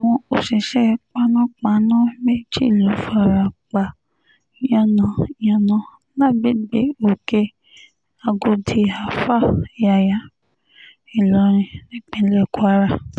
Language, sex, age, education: Yoruba, female, 30-45, tertiary